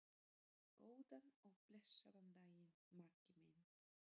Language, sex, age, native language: Icelandic, female, 30-39, Polish